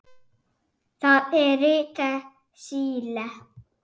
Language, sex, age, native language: Icelandic, male, 7, Icelandic